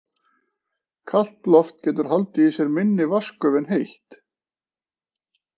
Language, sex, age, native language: Icelandic, male, 40-49, Icelandic